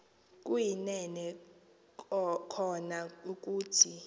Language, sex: Xhosa, female